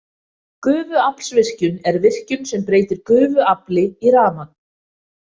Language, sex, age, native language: Icelandic, female, 20-29, Icelandic